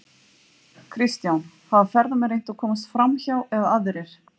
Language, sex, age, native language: Icelandic, female, 50-59, Icelandic